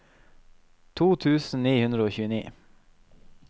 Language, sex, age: Norwegian, male, 21